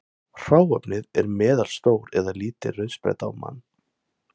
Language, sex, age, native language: Icelandic, male, 20-29, Thai